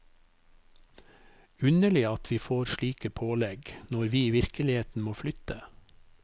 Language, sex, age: Norwegian, male, 55